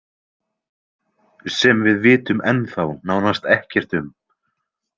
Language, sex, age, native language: Icelandic, male, 20-29, Icelandic